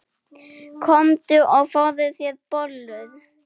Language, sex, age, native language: Icelandic, female, 7, Icelandic